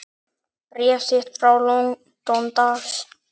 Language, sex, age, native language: Icelandic, male, 9, Icelandic